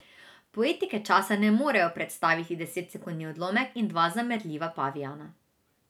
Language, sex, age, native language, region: Slovenian, female, 18-29, Slovenian, Drava region